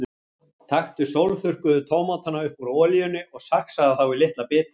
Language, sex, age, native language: Icelandic, male, 40-49, Icelandic